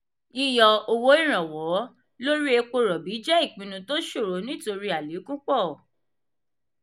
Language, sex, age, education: Yoruba, female, 15-29, tertiary